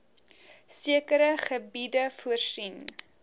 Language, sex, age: Afrikaans, female, 20